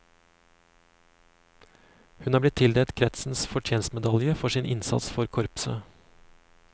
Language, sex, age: Norwegian, male, 35